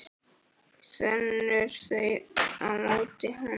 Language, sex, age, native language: Icelandic, male, 10, Icelandic